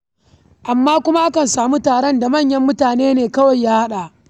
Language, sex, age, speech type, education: Hausa, female, 15-29, read, primary